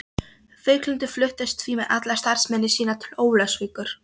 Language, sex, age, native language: Icelandic, female, 13, Polish